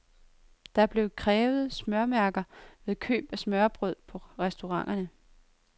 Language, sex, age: Danish, female, 23